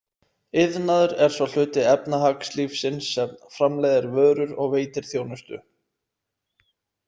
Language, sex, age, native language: Icelandic, male, 30-39, Icelandic